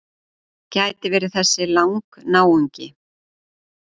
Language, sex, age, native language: Icelandic, female, 40-49, Icelandic